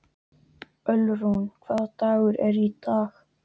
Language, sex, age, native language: Icelandic, male, 12, Icelandic